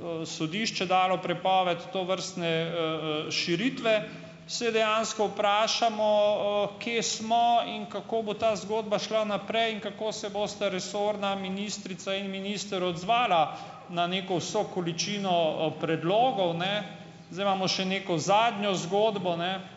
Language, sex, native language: Slovenian, male, Slovenian